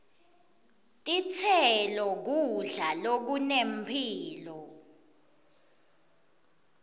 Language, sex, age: Swati, female, 22